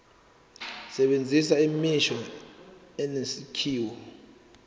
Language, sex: Zulu, male